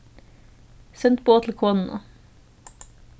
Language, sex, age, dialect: Faroese, female, 15-35, Suðurstreymoy